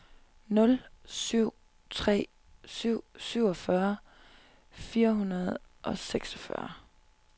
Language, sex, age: Danish, female, 25